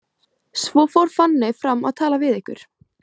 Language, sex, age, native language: Icelandic, female, 18-19, Icelandic